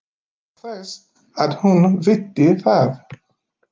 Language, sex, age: Icelandic, male, 50-59